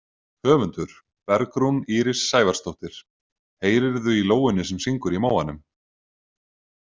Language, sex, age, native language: Icelandic, male, 40-49, Icelandic